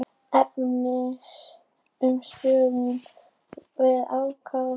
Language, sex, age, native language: Icelandic, female, 18-19, Icelandic